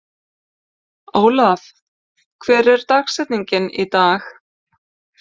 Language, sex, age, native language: Icelandic, female, 50-59, Icelandic